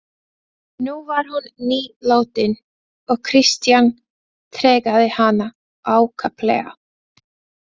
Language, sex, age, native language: Icelandic, female, 20-29, Latvian